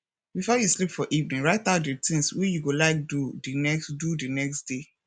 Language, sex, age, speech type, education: Nigerian Pidgin, female, 15-29, spontaneous, tertiary